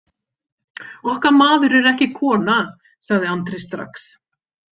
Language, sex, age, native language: Icelandic, female, 50-59, Icelandic